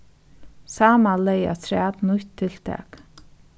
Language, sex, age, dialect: Faroese, female, 36-60, Norðuroyggjar